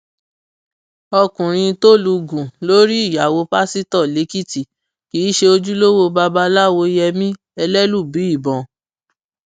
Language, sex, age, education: Yoruba, female, 30-45, tertiary